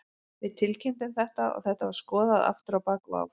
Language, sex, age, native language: Icelandic, female, 40-49, Icelandic